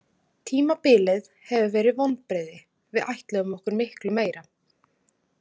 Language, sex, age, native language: Icelandic, female, 30-39, Icelandic